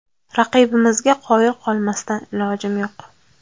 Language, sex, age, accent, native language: Uzbek, female, 19-29, Farg'ona, Uzbek